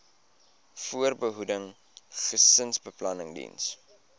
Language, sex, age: Afrikaans, male, 20